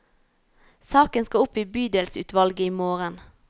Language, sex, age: Norwegian, female, 19